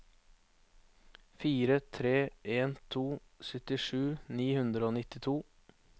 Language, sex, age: Norwegian, male, 21